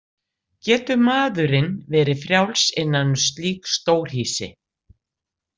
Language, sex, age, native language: Icelandic, female, 60-69, Icelandic